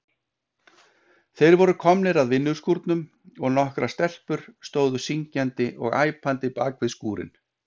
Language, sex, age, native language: Icelandic, male, 50-59, Icelandic